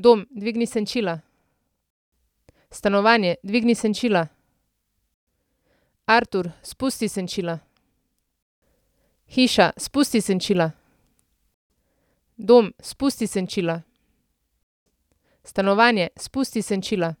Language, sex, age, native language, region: Slovenian, female, 30-49, Slovenian, Central Slovenia